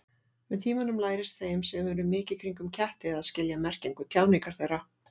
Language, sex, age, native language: Icelandic, female, 40-49, Icelandic